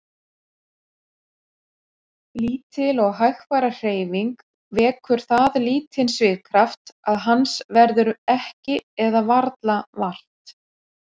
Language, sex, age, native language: Icelandic, female, 40-49, Icelandic